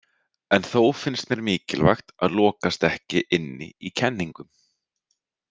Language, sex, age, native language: Icelandic, male, 30-39, Icelandic